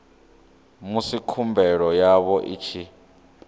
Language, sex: Venda, male